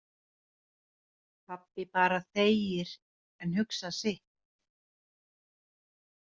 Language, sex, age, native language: Icelandic, female, 40-49, Finnish